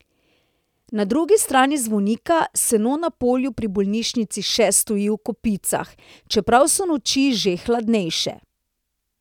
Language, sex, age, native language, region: Slovenian, female, 30-49, Slovenian, Central Slovenia